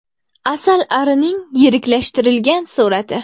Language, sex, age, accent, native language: Uzbek, female, 19-29, Qashqadaryo, Uzbek